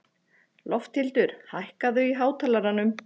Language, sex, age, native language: Icelandic, female, 40-49, Icelandic